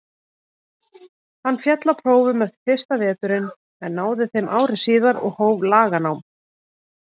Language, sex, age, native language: Icelandic, female, 30-39, Icelandic